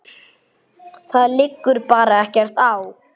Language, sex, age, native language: Icelandic, male, 8, Icelandic